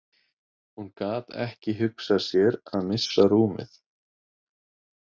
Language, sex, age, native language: Icelandic, male, 20-29, Icelandic